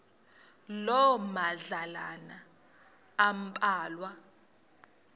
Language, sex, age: Xhosa, female, 38